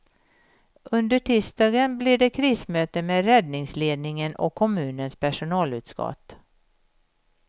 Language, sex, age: Swedish, female, 51